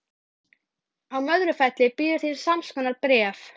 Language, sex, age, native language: Icelandic, female, 12, Icelandic